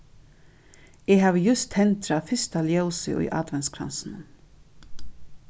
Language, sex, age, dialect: Faroese, female, 36-60, Norðuroyggjar